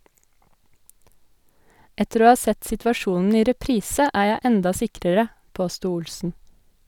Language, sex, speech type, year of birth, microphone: Norwegian, female, read, 1986, Sennheiser